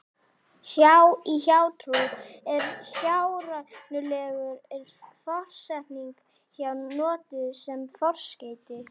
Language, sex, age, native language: Icelandic, female, 40-49, Icelandic